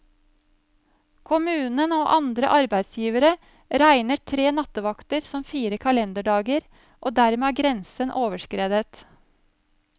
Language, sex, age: Norwegian, female, 35